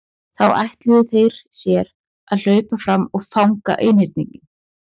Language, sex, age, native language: Icelandic, female, 20-29, Icelandic